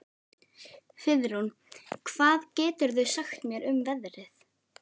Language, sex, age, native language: Icelandic, female, 12, Icelandic